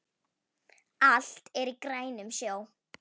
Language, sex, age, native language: Icelandic, female, 18-19, Icelandic